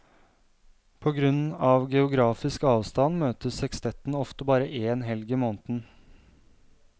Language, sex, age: Norwegian, male, 32